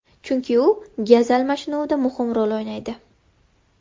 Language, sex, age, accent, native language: Uzbek, female, 18-24, Farg'ona, Uzbek